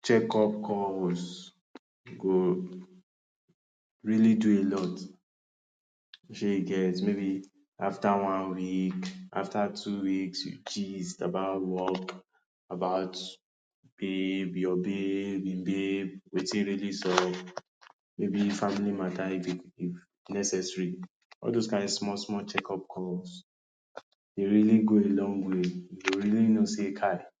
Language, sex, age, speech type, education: Nigerian Pidgin, male, 30-45, spontaneous, tertiary